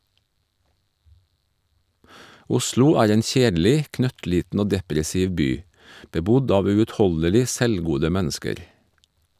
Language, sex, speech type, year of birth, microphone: Norwegian, male, read, 1951, Shure